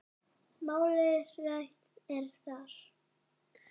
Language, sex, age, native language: Icelandic, female, 7, Icelandic